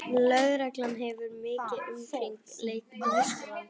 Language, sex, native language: Icelandic, female, Icelandic